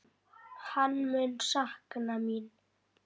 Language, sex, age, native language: Icelandic, male, 10, Icelandic